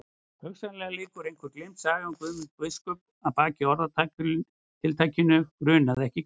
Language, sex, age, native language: Icelandic, male, 60-69, Icelandic